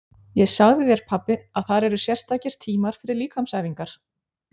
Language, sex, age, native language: Icelandic, female, 40-49, Icelandic